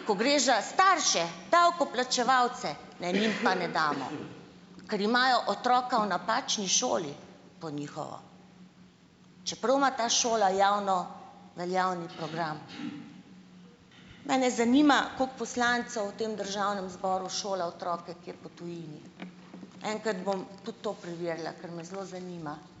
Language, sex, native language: Slovenian, female, Slovenian